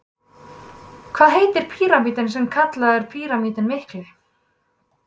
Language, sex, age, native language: Icelandic, female, 20-29, Icelandic